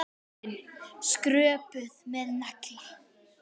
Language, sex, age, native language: Icelandic, female, 9, Icelandic